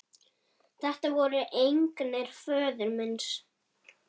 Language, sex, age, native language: Icelandic, female, 8, Icelandic